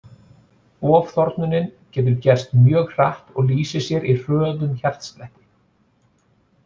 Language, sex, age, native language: Icelandic, male, 40-49, Icelandic